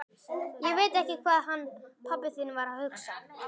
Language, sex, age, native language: Icelandic, male, 12, Icelandic